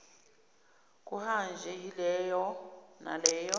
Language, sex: Zulu, female